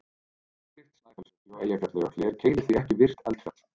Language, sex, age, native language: Icelandic, male, 30-39, Icelandic